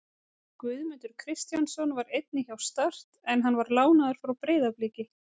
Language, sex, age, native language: Icelandic, female, 30-39, Icelandic